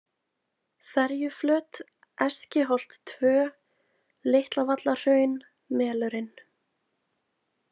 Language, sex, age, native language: Icelandic, female, 20-29, Icelandic